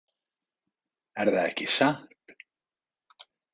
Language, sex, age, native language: Icelandic, male, 40-49, Icelandic